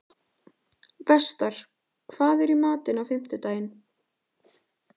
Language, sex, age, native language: Icelandic, female, 14, Icelandic